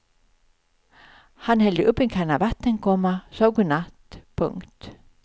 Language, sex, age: Swedish, female, 55